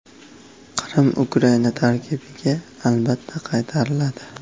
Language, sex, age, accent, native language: Uzbek, male, 18-24, Farg'ona, Uzbek